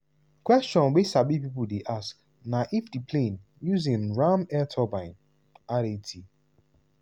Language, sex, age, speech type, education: Nigerian Pidgin, male, 15-29, spontaneous, tertiary